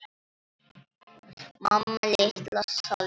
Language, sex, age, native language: Icelandic, female, 9, Icelandic